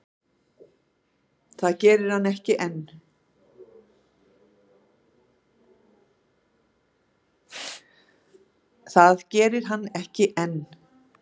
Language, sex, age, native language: Icelandic, female, 60-69, Icelandic